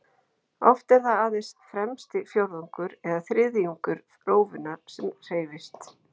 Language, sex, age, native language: Icelandic, female, 40-49, Icelandic